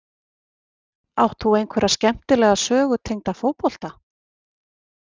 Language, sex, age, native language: Icelandic, female, 40-49, Icelandic